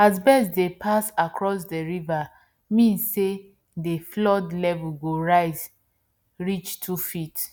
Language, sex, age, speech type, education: Nigerian Pidgin, female, 15-29, spontaneous, tertiary